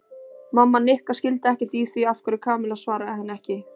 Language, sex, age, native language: Icelandic, female, 20-29, Icelandic